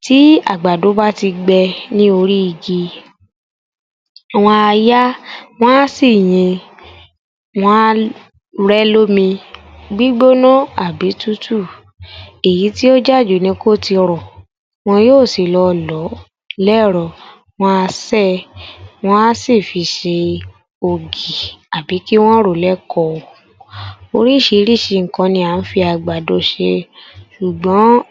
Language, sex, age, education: Yoruba, female, 30-45, tertiary